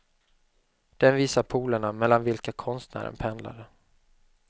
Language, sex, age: Swedish, male, 25